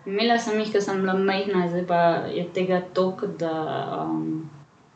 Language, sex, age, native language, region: Slovenian, female, 18-29, Slovenian, Central Slovenia